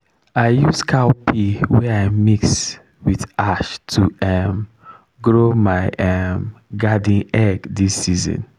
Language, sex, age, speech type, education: Nigerian Pidgin, male, 15-29, spontaneous, tertiary